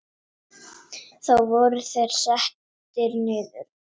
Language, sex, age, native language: Icelandic, female, 7, Icelandic